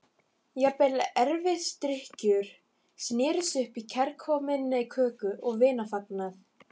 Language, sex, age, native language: Icelandic, female, 15, Icelandic